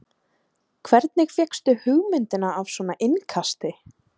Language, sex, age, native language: Icelandic, female, 20-29, Icelandic